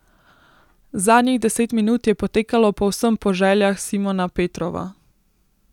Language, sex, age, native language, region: Slovenian, female, 18-29, Slovenian, Central Slovenia